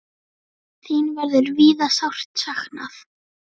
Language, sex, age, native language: Icelandic, female, 9, Icelandic